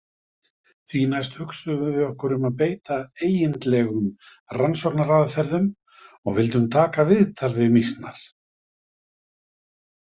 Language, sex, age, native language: Icelandic, male, 50-59, Icelandic